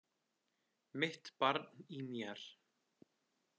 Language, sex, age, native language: Icelandic, male, 20-29, Icelandic